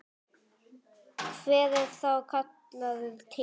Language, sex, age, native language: Icelandic, male, 9, Icelandic